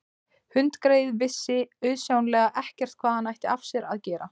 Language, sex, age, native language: Icelandic, female, 20-29, Icelandic